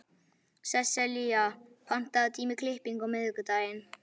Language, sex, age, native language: Icelandic, male, 11, Icelandic